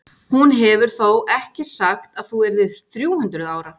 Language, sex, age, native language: Icelandic, female, 40-49, Icelandic